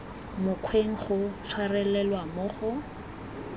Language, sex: Tswana, female